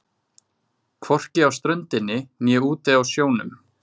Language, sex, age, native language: Icelandic, male, 20-29, Icelandic